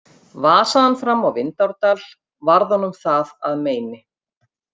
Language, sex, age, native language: Icelandic, female, 50-59, Icelandic